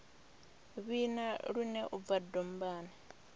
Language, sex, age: Venda, female, 26